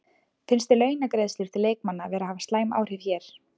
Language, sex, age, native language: Icelandic, female, 20-29, Icelandic